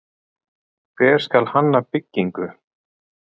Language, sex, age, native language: Icelandic, male, 40-49, Icelandic